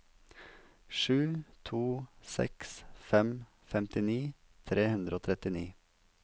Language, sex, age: Norwegian, male, 27